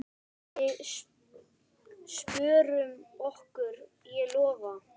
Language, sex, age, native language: Icelandic, male, 10, Icelandic